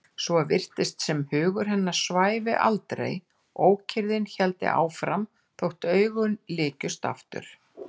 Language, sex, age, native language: Icelandic, female, 60-69, Icelandic